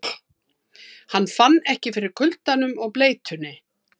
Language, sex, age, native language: Icelandic, female, 70-79, Icelandic